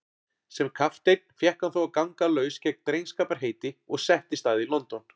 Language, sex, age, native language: Icelandic, male, 40-49, Icelandic